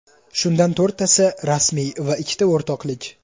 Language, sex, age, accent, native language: Uzbek, male, 18-24, Toshkent shahri, Uzbek